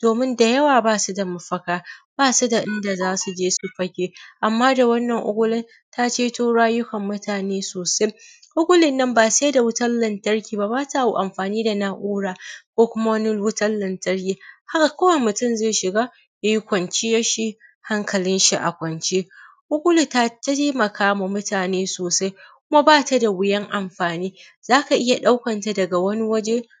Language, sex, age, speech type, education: Hausa, female, 30-45, spontaneous, primary